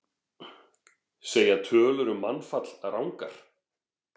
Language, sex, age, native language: Icelandic, male, 40-49, Icelandic